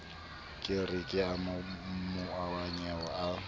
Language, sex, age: Southern Sotho, male, 26